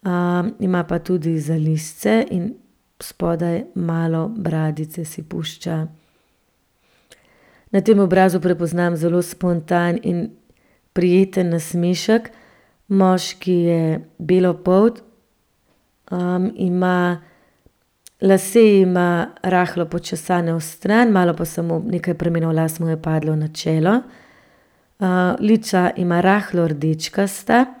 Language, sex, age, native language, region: Slovenian, female, 30-49, Slovenian, Central Slovenia